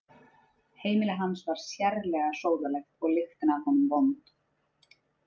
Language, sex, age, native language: Icelandic, female, 30-39, Icelandic